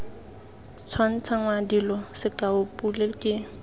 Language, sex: Tswana, female